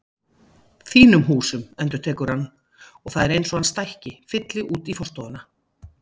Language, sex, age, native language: Icelandic, female, 50-59, Icelandic